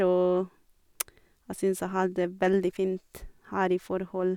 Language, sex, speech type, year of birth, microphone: Norwegian, female, spontaneous, 1984, Sennheiser